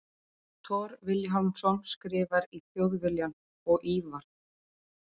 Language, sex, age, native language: Icelandic, female, 30-39, Icelandic